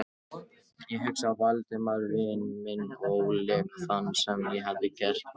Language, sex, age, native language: Icelandic, male, 18-19, Icelandic